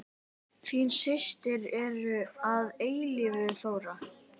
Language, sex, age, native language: Icelandic, male, 10, Icelandic